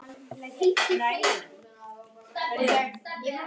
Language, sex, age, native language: Icelandic, female, 11, Icelandic